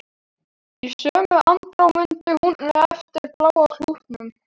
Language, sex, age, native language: Icelandic, male, 12, Icelandic